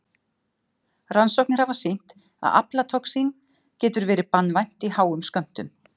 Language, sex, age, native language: Icelandic, female, 50-59, Icelandic